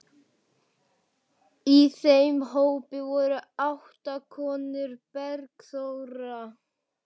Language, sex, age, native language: Icelandic, male, 12, Icelandic